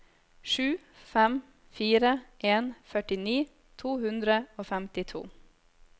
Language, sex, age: Norwegian, female, 26